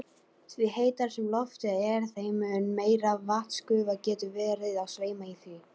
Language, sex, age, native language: Icelandic, female, 40-49, Icelandic